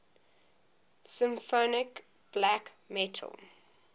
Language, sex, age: English, female, 20